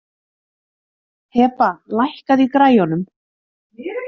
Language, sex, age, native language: Icelandic, female, 30-39, Icelandic